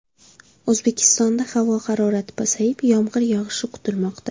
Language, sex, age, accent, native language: Uzbek, female, 25-34, Surxondaryo, Uzbek